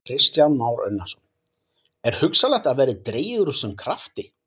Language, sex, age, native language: Icelandic, male, 40-49, Icelandic